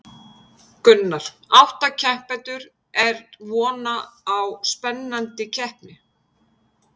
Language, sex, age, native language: Icelandic, female, 50-59, Icelandic